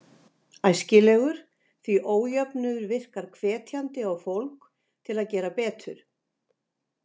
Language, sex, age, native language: Icelandic, female, 60-69, Icelandic